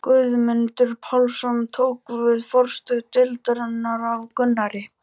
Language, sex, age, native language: Icelandic, male, 12, Icelandic